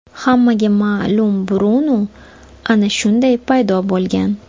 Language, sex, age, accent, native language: Uzbek, female, 25-34, Toshkent shahri, Uzbek